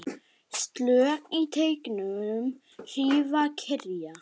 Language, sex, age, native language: Icelandic, male, 9, Icelandic